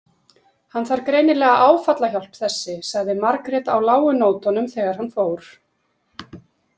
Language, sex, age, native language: Icelandic, female, 30-39, Icelandic